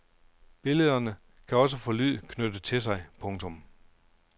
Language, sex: Danish, male